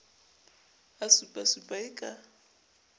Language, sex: Southern Sotho, female